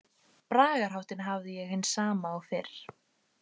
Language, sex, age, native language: Icelandic, female, 18-19, Icelandic